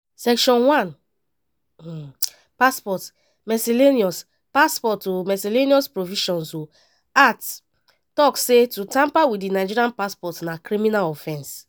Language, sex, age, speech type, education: Nigerian Pidgin, female, 15-29, spontaneous, tertiary